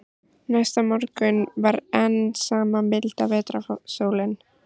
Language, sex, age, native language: Icelandic, female, 14, Icelandic